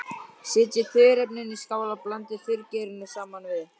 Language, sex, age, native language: Icelandic, male, 12, Icelandic